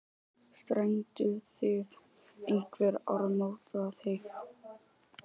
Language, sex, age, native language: Icelandic, male, 18-19, Icelandic